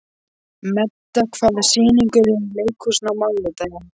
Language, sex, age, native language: Icelandic, female, 13, Polish